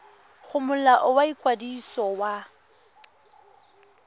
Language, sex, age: Tswana, female, 21